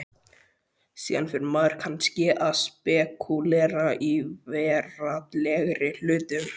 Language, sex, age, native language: Icelandic, male, 12, Icelandic